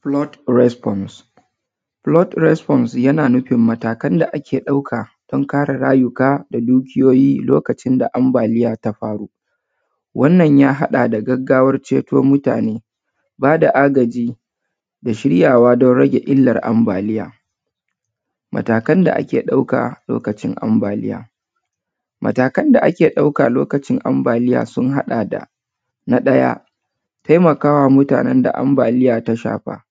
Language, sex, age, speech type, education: Hausa, female, 30-45, spontaneous, tertiary